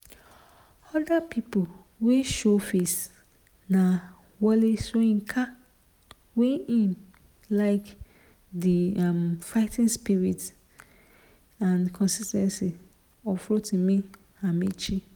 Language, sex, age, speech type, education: Nigerian Pidgin, female, 30-45, spontaneous, tertiary